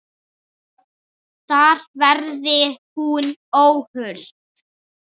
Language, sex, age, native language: Icelandic, female, 7, Icelandic